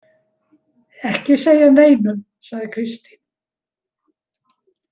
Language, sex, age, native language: Icelandic, female, 70-79, Icelandic